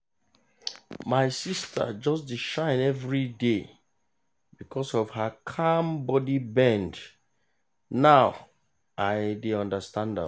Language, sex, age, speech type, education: Nigerian Pidgin, male, 30-45, spontaneous, tertiary